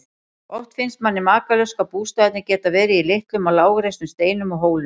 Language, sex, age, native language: Icelandic, female, 40-49, Icelandic